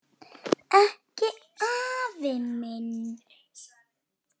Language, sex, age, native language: Icelandic, female, 9, Icelandic